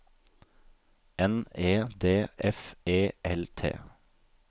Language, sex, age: Norwegian, male, 32